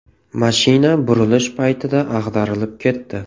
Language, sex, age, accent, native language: Uzbek, male, 18-24, Toshkent viloyati, Uzbek